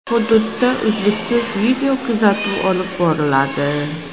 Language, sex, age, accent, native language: Uzbek, female, 25-34, Jizzax, Uzbek